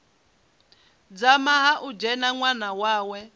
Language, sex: Venda, female